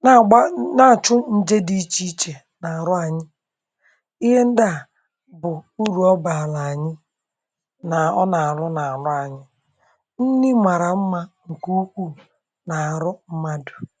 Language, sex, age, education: Igbo, female, 30-45, tertiary